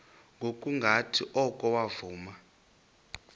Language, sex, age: Xhosa, male, 26